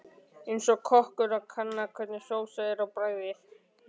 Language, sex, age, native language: Icelandic, male, 12, Icelandic